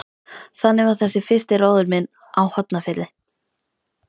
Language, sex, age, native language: Icelandic, female, 13, Icelandic